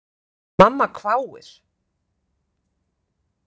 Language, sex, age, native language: Icelandic, female, 50-59, Icelandic